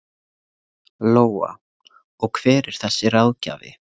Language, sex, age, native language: Icelandic, male, 20-29, Icelandic